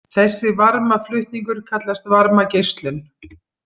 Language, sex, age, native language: Icelandic, female, 50-59, Icelandic